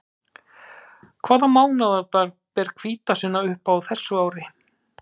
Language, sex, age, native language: Icelandic, male, 30-39, Icelandic